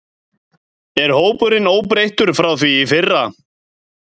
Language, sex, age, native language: Icelandic, male, 30-39, Icelandic